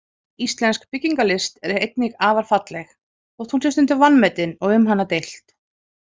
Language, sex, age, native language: Icelandic, female, 40-49, Icelandic